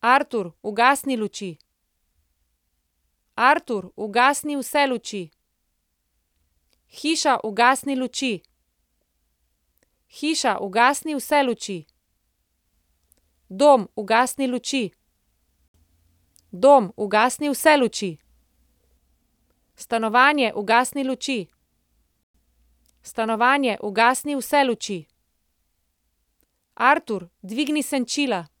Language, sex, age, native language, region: Slovenian, female, 30-49, Slovenian, Central Slovenia